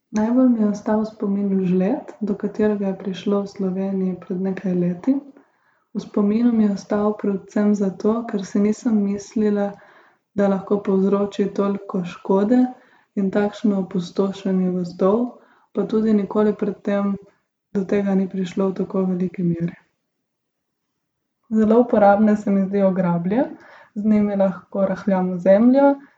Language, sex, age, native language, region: Slovenian, female, 18-29, Slovenian, Gorica region